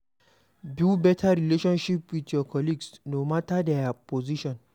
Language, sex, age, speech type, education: Nigerian Pidgin, male, 46-60, read, primary